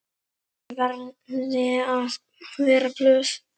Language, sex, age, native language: Icelandic, male, 9, Icelandic